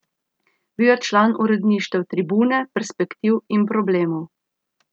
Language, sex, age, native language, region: Slovenian, female, 30-49, Slovenian, Central Slovenia